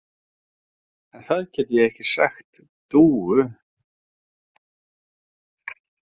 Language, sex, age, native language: Icelandic, male, 40-49, Icelandic